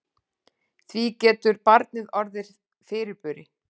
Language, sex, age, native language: Icelandic, female, 40-49, Icelandic